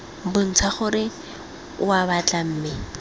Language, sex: Tswana, female